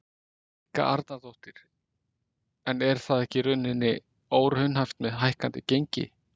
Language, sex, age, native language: Icelandic, male, 50-59, Icelandic